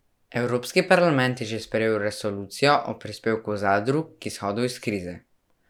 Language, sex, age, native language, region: Slovenian, male, 12-17, Slovenian, Central Slovenia